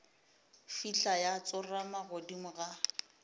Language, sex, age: Northern Sotho, female, 27